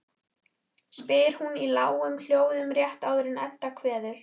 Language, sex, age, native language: Icelandic, female, 11, Icelandic